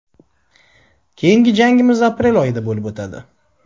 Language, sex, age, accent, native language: Uzbek, male, 25-34, Sirdaryo, Uzbek